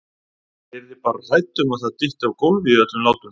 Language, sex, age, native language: Icelandic, male, 30-39, Icelandic